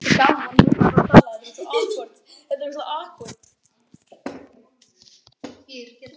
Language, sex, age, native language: Icelandic, male, 12, Icelandic